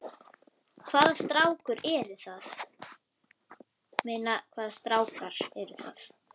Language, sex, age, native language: Icelandic, female, 10, Icelandic